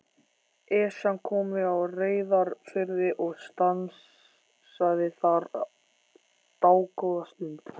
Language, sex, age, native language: Icelandic, male, 14, Icelandic